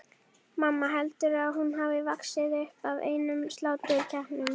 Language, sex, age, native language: Icelandic, female, 11, Icelandic